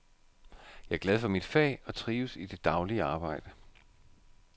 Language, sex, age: Danish, male, 51